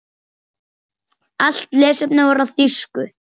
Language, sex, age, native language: Icelandic, male, 9, Icelandic